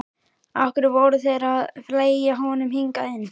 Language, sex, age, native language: Icelandic, male, 11, Icelandic